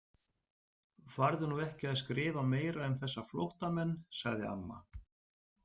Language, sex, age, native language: Icelandic, male, 40-49, Icelandic